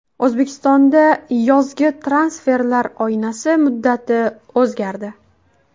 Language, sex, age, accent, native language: Uzbek, female, 18-24, Qashqadaryo, Uzbek